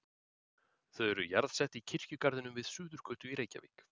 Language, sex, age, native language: Icelandic, male, 40-49, Icelandic